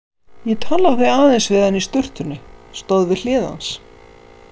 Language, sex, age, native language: Icelandic, female, 50-59, Icelandic